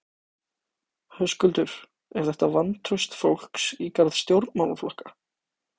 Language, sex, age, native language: Icelandic, male, 18-19, Icelandic